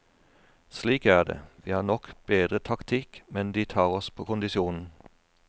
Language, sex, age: Norwegian, male, 41